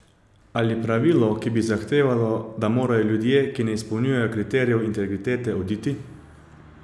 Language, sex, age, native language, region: Slovenian, male, 30-49, Slovenian, Savinja region